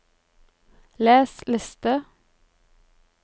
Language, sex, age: Norwegian, female, 23